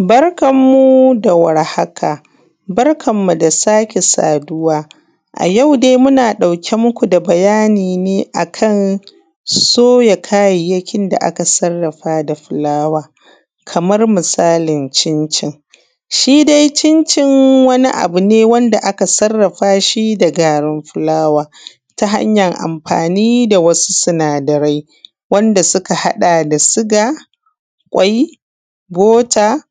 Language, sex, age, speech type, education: Hausa, female, 15-29, spontaneous, tertiary